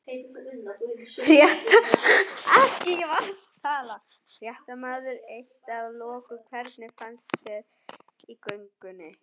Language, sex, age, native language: Icelandic, female, 11, German